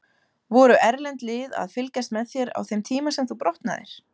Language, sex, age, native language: Icelandic, female, 30-39, Icelandic